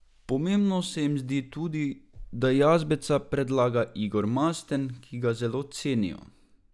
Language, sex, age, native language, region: Slovenian, male, 18-29, Slovenian, Drava region